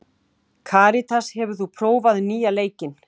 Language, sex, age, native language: Icelandic, female, 18-19, Icelandic